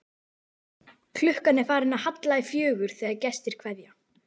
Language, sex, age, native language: Icelandic, female, 12, Icelandic